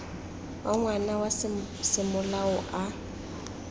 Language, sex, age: Tswana, female, 20